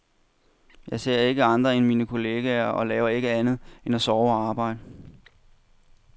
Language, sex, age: Danish, male, 31